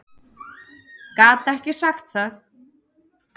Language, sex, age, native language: Icelandic, female, 30-39, Icelandic